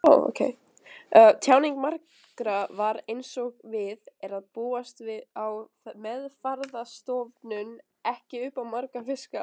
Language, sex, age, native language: Icelandic, other, 20-29, Icelandic